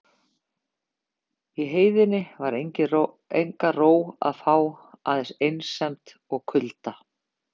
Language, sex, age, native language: Icelandic, female, 50-59, Icelandic